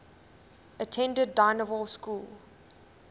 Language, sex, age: English, female, 20